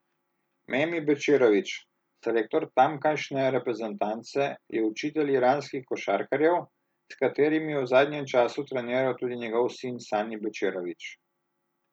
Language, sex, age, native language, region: Slovenian, male, 30-49, Slovenian, Southeast Slovenia